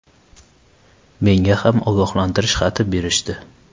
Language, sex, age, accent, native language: Uzbek, male, 19-29, Qashqadaryo, Uzbek